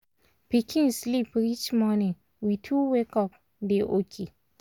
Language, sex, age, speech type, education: Nigerian Pidgin, female, 15-29, spontaneous, tertiary